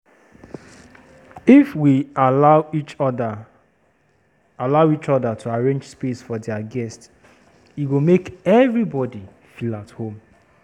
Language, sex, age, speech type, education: Nigerian Pidgin, female, 30-45, spontaneous, tertiary